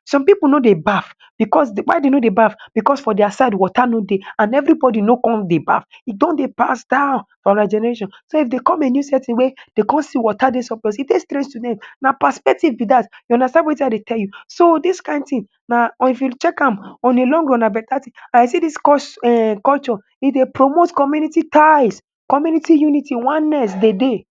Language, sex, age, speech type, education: Nigerian Pidgin, male, 15-29, spontaneous, tertiary